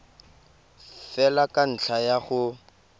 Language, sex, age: Tswana, male, 19